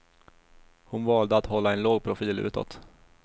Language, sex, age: Swedish, male, 21